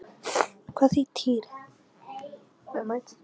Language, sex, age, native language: Icelandic, female, 11, Icelandic